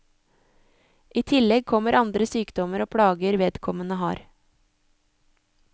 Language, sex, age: Norwegian, female, 24